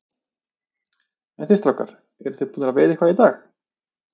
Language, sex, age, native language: Icelandic, male, 30-39, Icelandic